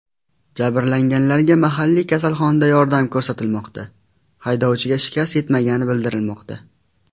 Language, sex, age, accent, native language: Uzbek, male, 19-29, Farg'ona, Uzbek